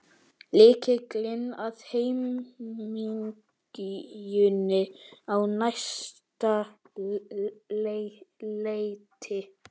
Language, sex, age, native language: Icelandic, male, 12, Icelandic